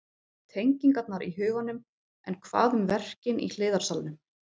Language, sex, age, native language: Icelandic, female, 40-49, Icelandic